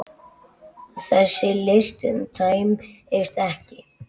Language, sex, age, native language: Icelandic, male, 9, Icelandic